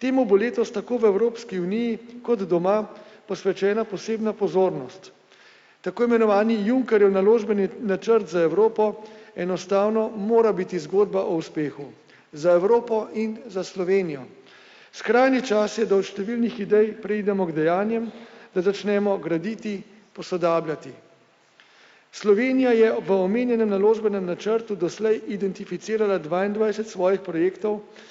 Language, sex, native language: Slovenian, male, Slovenian